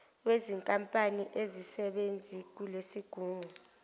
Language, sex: Zulu, female